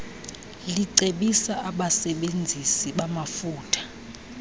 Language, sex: Xhosa, female